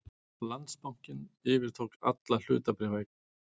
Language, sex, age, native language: Icelandic, male, 40-49, Icelandic